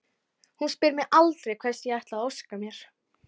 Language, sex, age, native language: Icelandic, female, 12, Icelandic